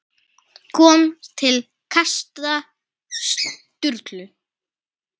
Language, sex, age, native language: Icelandic, female, 10, Icelandic